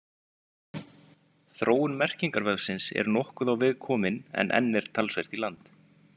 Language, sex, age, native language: Icelandic, male, 20-29, Icelandic